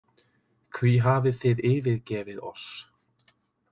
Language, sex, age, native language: Icelandic, male, 30-39, Icelandic